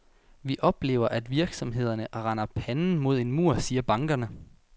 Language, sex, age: Danish, male, 19